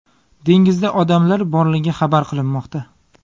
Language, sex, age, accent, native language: Uzbek, male, 25-34, Farg'ona, Uzbek